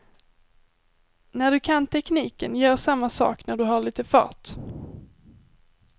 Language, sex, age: Swedish, female, 23